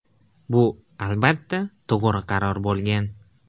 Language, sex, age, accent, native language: Uzbek, male, 18-24, Qashqadaryo, Uzbek